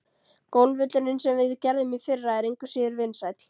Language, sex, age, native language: Icelandic, female, 13, Icelandic